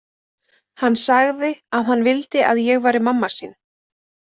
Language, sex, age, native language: Icelandic, female, 20-29, Icelandic